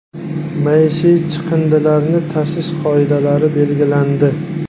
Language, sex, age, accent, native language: Uzbek, male, 25-34, Samarqand, Uzbek